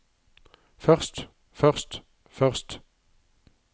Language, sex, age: Norwegian, male, 59